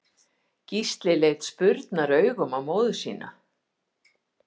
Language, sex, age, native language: Icelandic, female, 50-59, Icelandic